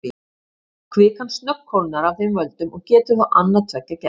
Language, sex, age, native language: Icelandic, female, 50-59, Icelandic